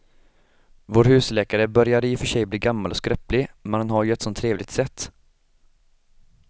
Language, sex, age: Swedish, male, 25